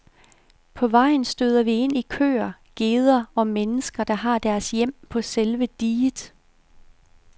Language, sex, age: Danish, female, 51